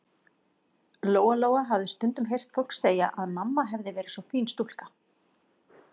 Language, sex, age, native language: Icelandic, female, 40-49, Icelandic